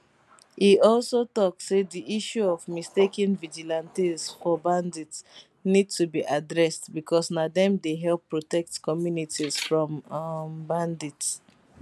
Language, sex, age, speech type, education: Nigerian Pidgin, female, 15-29, spontaneous, tertiary